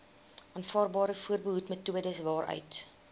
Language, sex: Afrikaans, female